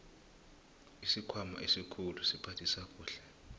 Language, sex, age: South Ndebele, male, 20